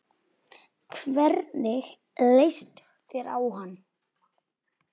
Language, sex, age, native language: Icelandic, male, 8, Icelandic